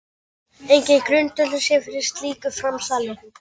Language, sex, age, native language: Icelandic, female, 30-39, Icelandic